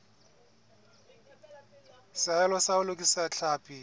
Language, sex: Southern Sotho, male